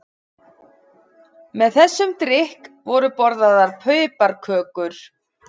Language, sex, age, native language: Icelandic, female, 40-49, Icelandic